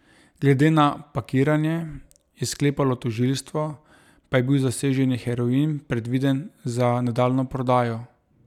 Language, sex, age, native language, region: Slovenian, male, 30-49, Slovenian, Drava region